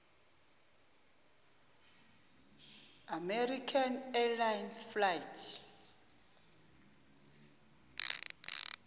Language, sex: Zulu, female